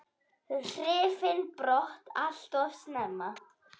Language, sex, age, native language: Icelandic, female, 10, Icelandic